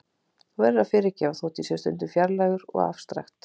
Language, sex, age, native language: Icelandic, female, 40-49, Icelandic